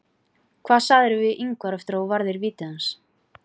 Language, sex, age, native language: Icelandic, female, 40-49, Icelandic